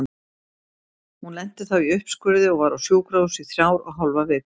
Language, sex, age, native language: Icelandic, female, 70-79, Icelandic